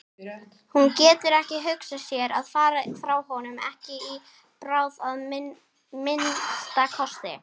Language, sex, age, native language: Icelandic, female, 18-19, Icelandic